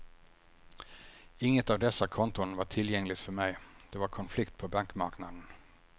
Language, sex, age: Swedish, male, 50